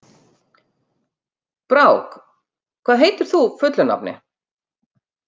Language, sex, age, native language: Icelandic, female, 50-59, Icelandic